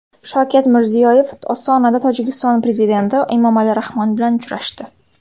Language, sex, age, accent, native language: Uzbek, female, 18-24, Surxondaryo, Uzbek